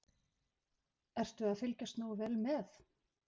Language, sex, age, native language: Icelandic, female, 50-59, Icelandic